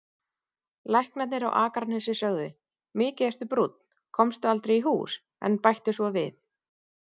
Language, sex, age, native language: Icelandic, female, 30-39, Icelandic